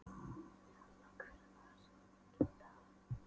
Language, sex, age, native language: Icelandic, female, 12, Polish